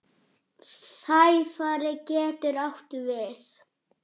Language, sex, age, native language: Icelandic, male, 6, Icelandic